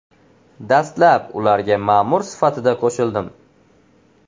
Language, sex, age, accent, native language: Uzbek, male, 18-24, Andijon, Uzbek